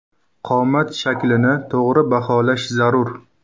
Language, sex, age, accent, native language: Uzbek, male, 19-29, Qashqadaryo, Uzbek